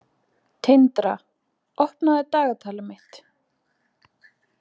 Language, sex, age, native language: Icelandic, female, 20-29, Icelandic